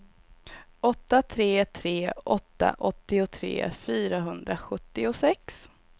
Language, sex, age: Swedish, female, 22